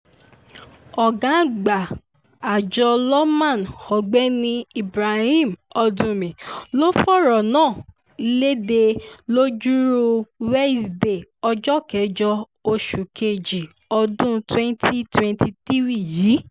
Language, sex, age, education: Yoruba, female, 15-29, tertiary